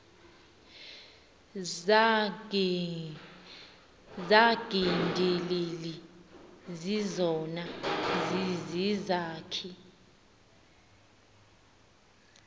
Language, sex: Xhosa, female